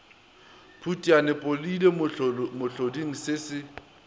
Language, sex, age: Northern Sotho, male, 23